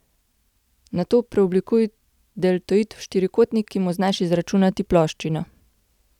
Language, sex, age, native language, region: Slovenian, female, 18-29, Slovenian, Gorenjska region